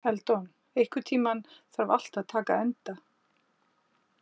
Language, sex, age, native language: Icelandic, female, 40-49, Icelandic